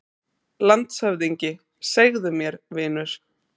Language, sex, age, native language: Icelandic, female, 30-39, Icelandic